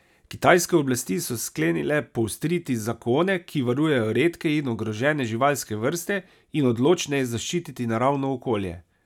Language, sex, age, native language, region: Slovenian, male, 30-49, Slovenian, Savinja region